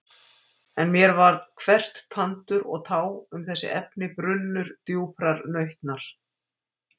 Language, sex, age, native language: Icelandic, female, 50-59, Icelandic